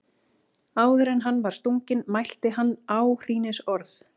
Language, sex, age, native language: Icelandic, female, 18-19, Icelandic